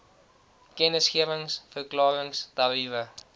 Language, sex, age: Afrikaans, male, 19